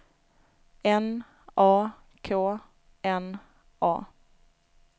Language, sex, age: Swedish, female, 29